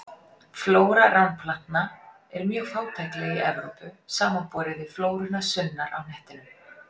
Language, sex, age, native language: Icelandic, female, 40-49, Icelandic